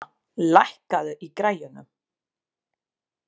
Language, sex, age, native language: Icelandic, female, 30-39, Serbo-Croatian